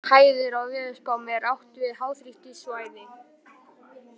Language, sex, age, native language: Icelandic, male, 18-19, Icelandic